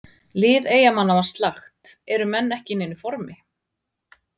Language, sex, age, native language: Icelandic, female, 40-49, Icelandic